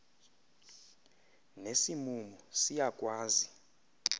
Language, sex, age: Xhosa, male, 20